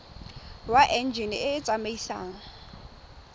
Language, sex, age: Tswana, female, 21